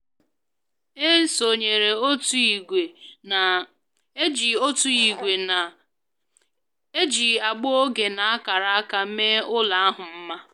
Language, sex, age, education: Igbo, female, 15-29, tertiary